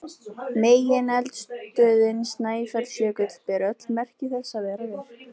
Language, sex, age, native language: Icelandic, female, 20-29, Icelandic